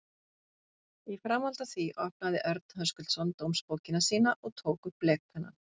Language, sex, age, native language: Icelandic, female, 50-59, Icelandic